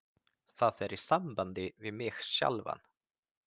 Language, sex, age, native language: Icelandic, male, 30-39, Swedish